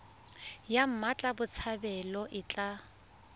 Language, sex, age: Tswana, female, 20